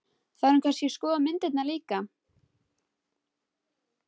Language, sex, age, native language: Icelandic, female, 12, Icelandic